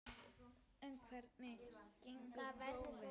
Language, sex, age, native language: Icelandic, female, 10, Icelandic